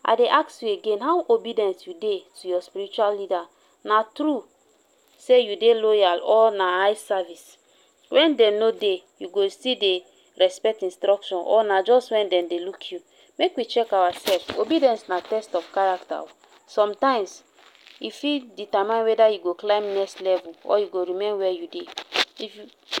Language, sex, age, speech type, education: Nigerian Pidgin, female, 15-29, spontaneous, tertiary